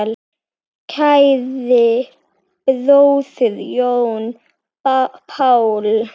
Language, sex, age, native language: Icelandic, female, 9, Icelandic